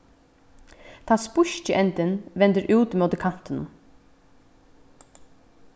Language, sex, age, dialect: Faroese, female, 15-35, Vágar